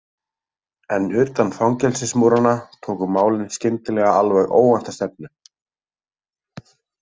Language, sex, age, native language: Icelandic, male, 30-39, Icelandic